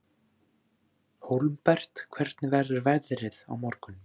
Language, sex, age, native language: Icelandic, male, 14, Icelandic